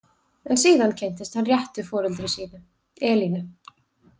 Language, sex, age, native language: Icelandic, female, 20-29, Icelandic